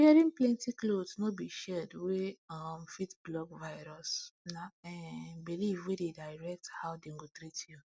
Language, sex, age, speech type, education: Nigerian Pidgin, female, 15-29, spontaneous, tertiary